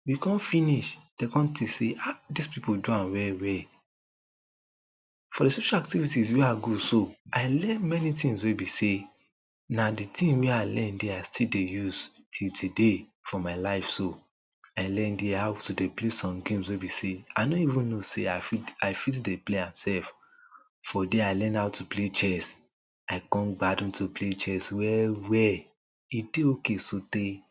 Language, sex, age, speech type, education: Nigerian Pidgin, male, 30-45, spontaneous, tertiary